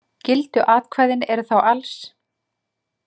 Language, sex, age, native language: Icelandic, female, 30-39, Icelandic